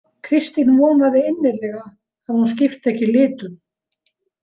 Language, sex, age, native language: Icelandic, female, 70-79, Icelandic